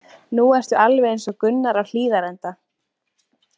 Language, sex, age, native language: Icelandic, female, 20-29, Icelandic